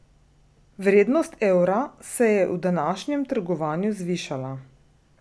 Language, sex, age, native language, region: Slovenian, female, 30-49, Slovenian, Drava region